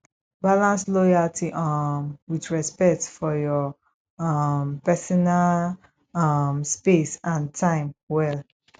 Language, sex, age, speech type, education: Nigerian Pidgin, female, 15-29, spontaneous, tertiary